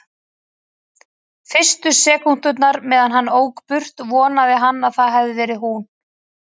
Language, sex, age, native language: Icelandic, female, 40-49, Icelandic